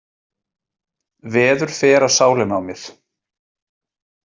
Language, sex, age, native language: Icelandic, male, 20-29, Icelandic